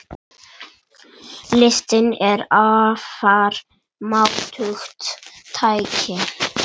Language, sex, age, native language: Icelandic, male, 9, Icelandic